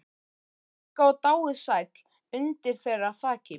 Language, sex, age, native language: Icelandic, male, 13, Icelandic